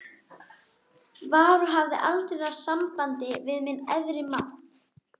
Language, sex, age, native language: Icelandic, female, 12, Icelandic